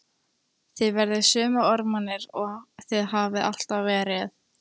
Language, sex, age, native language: Icelandic, female, 13, Icelandic